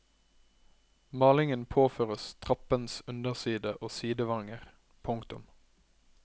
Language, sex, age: Norwegian, male, 21